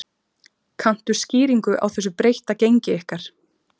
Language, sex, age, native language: Icelandic, female, 30-39, Icelandic